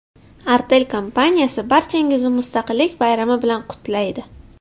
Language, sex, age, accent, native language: Uzbek, female, 12-17, Toshkent shahri, Uzbek